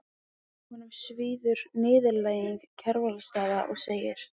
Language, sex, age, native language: Icelandic, female, 15, Icelandic